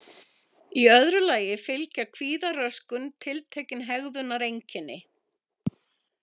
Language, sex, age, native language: Icelandic, female, 50-59, Icelandic